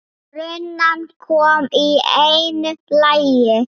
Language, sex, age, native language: Icelandic, female, 8, Icelandic